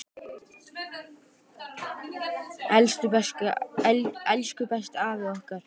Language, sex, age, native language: Icelandic, male, 10, Icelandic